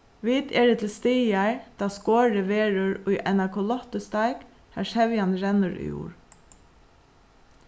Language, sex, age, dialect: Faroese, female, 36-60, Suðuroy